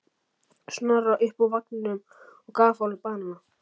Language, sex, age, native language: Icelandic, male, 11, Icelandic